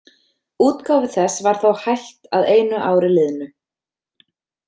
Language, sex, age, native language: Icelandic, female, 30-39, Icelandic